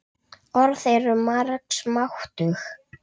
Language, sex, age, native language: Icelandic, male, 8, Icelandic